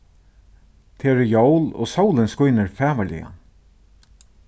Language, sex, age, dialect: Faroese, male, 36-60, Suðurstreymoy